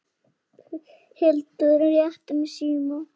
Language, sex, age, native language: Icelandic, female, 8, Icelandic